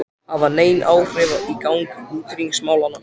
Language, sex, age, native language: Icelandic, male, 14, Icelandic